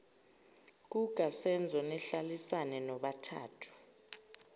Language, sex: Zulu, female